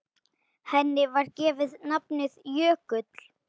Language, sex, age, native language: Icelandic, male, 9, Icelandic